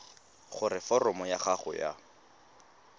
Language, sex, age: Tswana, male, 19